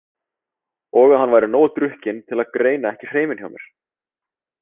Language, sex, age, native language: Icelandic, male, 30-39, Icelandic